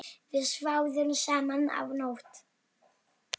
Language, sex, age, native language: Icelandic, female, 7, Polish